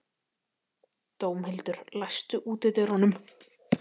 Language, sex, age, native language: Icelandic, female, 14, Icelandic